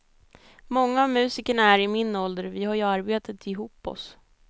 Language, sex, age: Swedish, female, 22